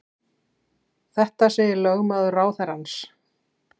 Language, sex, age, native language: Icelandic, female, 60-69, Icelandic